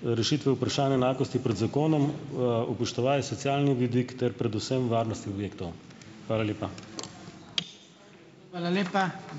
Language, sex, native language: Slovenian, male, Slovenian